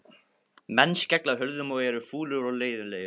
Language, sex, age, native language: Icelandic, male, 15, Icelandic